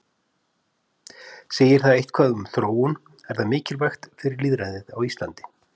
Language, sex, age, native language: Icelandic, male, 50-59, Icelandic